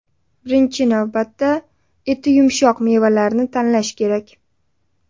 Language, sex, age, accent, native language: Uzbek, female, 18-24, Sirdaryo, Uzbek